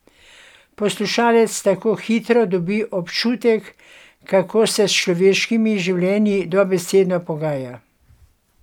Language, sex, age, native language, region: Slovenian, female, 60+, Slovenian, Gorenjska region